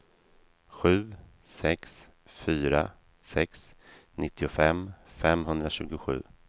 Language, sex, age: Swedish, male, 32